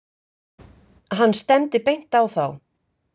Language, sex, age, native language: Icelandic, female, 50-59, Icelandic